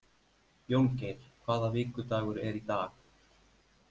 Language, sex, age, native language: Icelandic, male, 30-39, Icelandic